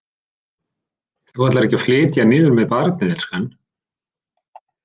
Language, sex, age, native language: Icelandic, male, 30-39, Icelandic